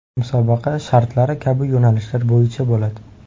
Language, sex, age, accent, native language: Uzbek, male, 18-24, Sirdaryo, Uzbek